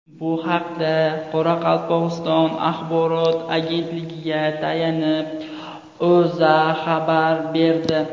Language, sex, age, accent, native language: Uzbek, male, 18-24, Andijon, Uzbek